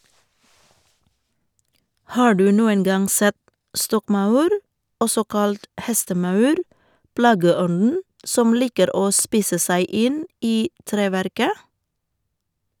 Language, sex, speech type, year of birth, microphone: Norwegian, female, read, 1979, Shure